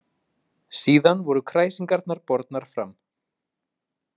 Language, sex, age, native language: Icelandic, male, 30-39, Icelandic